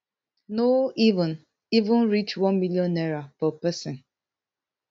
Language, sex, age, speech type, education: Nigerian Pidgin, female, 15-29, spontaneous, tertiary